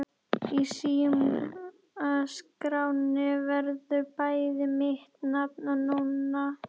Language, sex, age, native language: Icelandic, female, 11, Icelandic